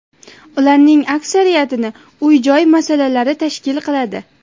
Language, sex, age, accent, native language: Uzbek, female, under 19, Jizzax, Uzbek